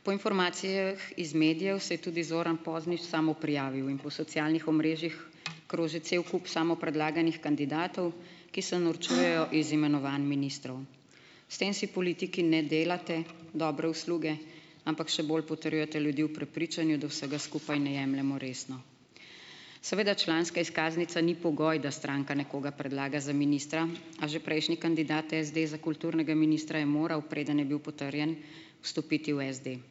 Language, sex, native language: Slovenian, female, Slovenian